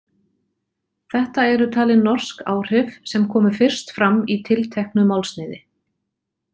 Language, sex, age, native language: Icelandic, female, 40-49, Icelandic